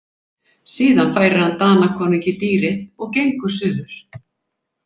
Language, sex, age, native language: Icelandic, female, 50-59, Icelandic